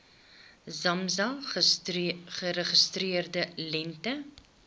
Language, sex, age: Afrikaans, female, 21